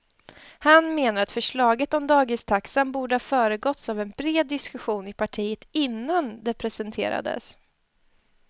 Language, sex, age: Swedish, female, 20